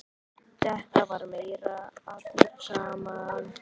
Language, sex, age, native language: Icelandic, male, 8, Icelandic